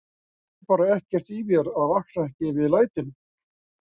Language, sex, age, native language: Icelandic, male, 60-69, Icelandic